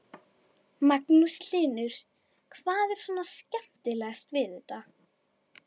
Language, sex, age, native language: Icelandic, female, 11, Icelandic